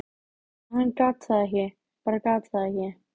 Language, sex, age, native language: Icelandic, female, 13, Icelandic